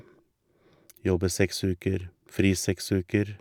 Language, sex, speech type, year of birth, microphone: Norwegian, male, spontaneous, 1958, Shure